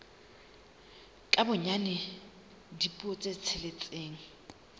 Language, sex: Southern Sotho, female